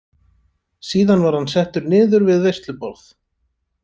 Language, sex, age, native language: Icelandic, male, 30-39, Icelandic